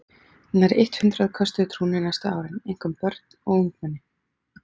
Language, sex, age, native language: Icelandic, female, 30-39, Icelandic